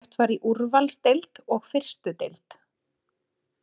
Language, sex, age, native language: Icelandic, female, 30-39, Icelandic